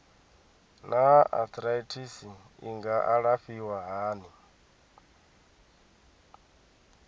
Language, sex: Venda, male